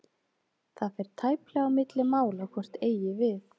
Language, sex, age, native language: Icelandic, female, 30-39, Icelandic